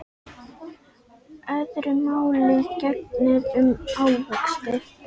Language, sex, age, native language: Icelandic, female, 10, Icelandic